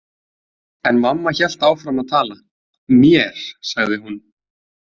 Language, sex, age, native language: Icelandic, male, 20-29, Icelandic